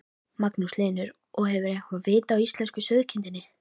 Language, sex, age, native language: Icelandic, female, 13, Icelandic